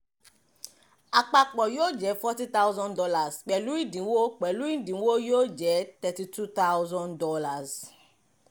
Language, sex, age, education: Yoruba, female, 15-29, tertiary